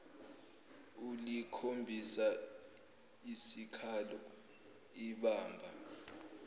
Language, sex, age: Zulu, male, 18